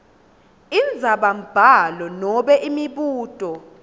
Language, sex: Swati, female